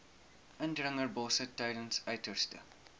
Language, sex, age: Afrikaans, male, 19